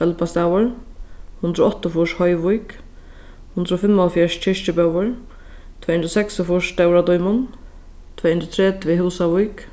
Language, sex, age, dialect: Faroese, female, 15-35, Sandoy